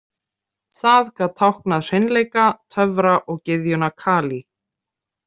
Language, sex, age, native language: Icelandic, female, 30-39, Icelandic